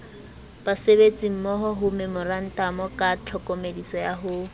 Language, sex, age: Southern Sotho, female, 22